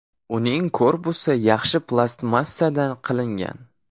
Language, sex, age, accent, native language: Uzbek, male, 18-24, Farg'ona, Uzbek